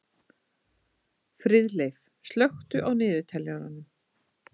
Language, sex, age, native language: Icelandic, female, 30-39, Icelandic